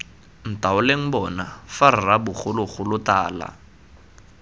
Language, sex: Tswana, male